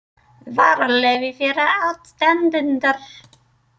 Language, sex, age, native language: Icelandic, female, 30-39, English